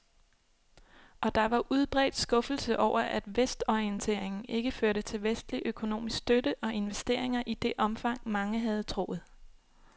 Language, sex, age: Danish, female, 26